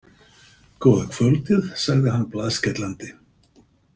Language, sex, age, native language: Icelandic, male, 50-59, Icelandic